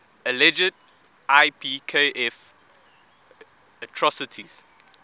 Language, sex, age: English, male, 20